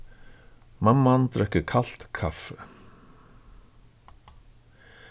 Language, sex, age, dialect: Faroese, male, 36-60, Suðurstreymoy